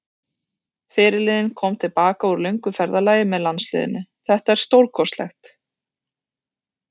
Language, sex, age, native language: Icelandic, female, 30-39, Icelandic